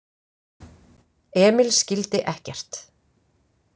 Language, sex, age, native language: Icelandic, female, 50-59, Icelandic